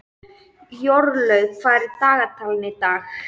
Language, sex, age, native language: Icelandic, male, 13, Icelandic